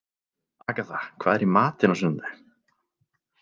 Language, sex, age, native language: Icelandic, male, 30-39, Icelandic